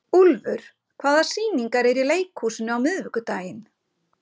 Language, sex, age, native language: Icelandic, female, 50-59, Icelandic